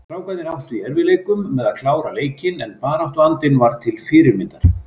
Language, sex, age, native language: Icelandic, male, 50-59, Icelandic